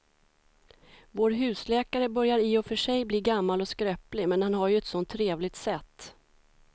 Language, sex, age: Swedish, female, 46